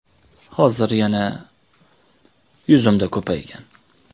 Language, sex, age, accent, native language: Uzbek, male, 19-29, Toshkent shahri, Uzbek